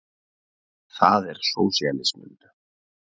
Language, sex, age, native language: Icelandic, male, 30-39, Icelandic